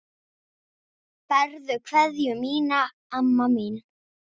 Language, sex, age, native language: Icelandic, male, 6, Icelandic